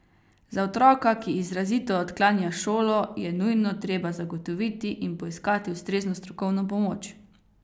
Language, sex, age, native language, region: Slovenian, female, 18-29, Slovenian, Carinthia region